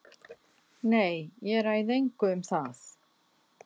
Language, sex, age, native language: Icelandic, female, 60-69, Icelandic